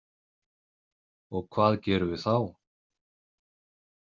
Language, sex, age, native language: Icelandic, male, 30-39, Icelandic